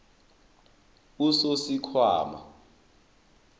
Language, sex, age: South Ndebele, male, 20